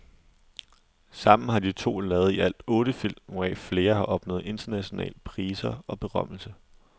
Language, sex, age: Danish, male, 20